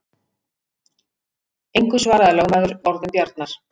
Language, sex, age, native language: Icelandic, female, 50-59, Icelandic